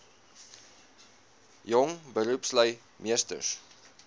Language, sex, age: Afrikaans, male, 19